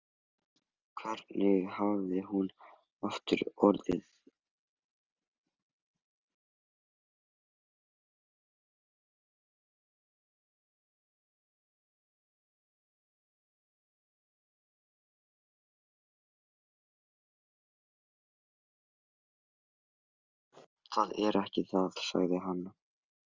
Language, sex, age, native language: Icelandic, male, 16, Icelandic